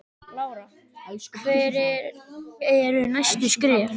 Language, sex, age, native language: Icelandic, male, 10, Icelandic